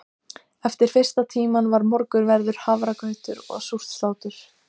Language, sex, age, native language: Icelandic, female, 14, Icelandic